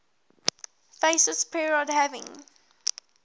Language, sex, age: English, female, 18